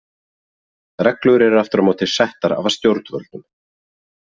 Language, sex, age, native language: Icelandic, male, 40-49, Icelandic